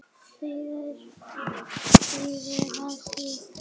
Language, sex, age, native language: Icelandic, female, 8, Icelandic